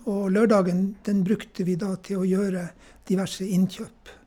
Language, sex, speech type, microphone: Norwegian, male, spontaneous, Shure